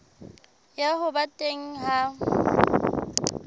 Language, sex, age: Southern Sotho, female, 22